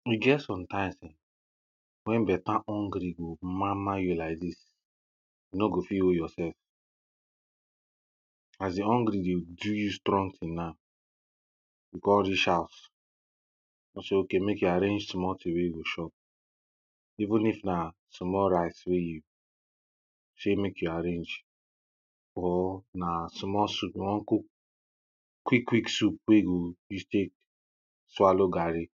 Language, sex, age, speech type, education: Nigerian Pidgin, male, 15-29, spontaneous, primary